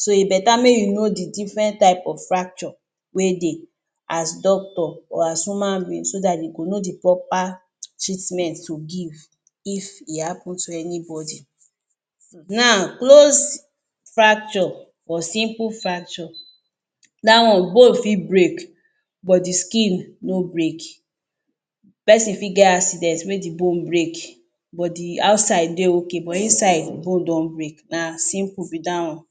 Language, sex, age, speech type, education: Nigerian Pidgin, female, 30-45, spontaneous, tertiary